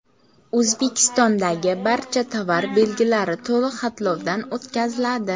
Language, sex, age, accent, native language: Uzbek, female, 18-24, Samarqand, Uzbek